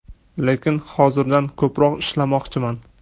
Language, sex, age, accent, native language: Uzbek, male, 18-24, Toshkent viloyati, Uzbek